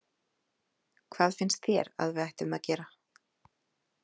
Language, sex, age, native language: Icelandic, female, 30-39, Icelandic